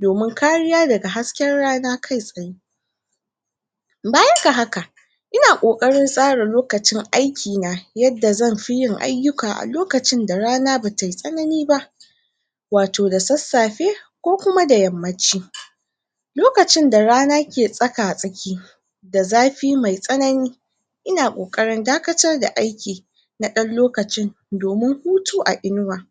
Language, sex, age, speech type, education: Hausa, female, 60+, spontaneous, tertiary